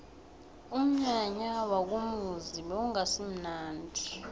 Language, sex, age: South Ndebele, female, 18